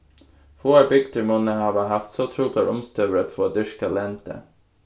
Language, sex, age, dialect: Faroese, male, 15-35, Suðurstreymoy